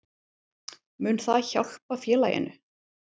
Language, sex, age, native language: Icelandic, female, 40-49, Icelandic